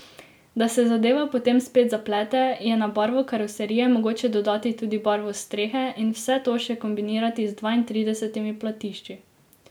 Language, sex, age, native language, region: Slovenian, female, 18-29, Slovenian, Drava region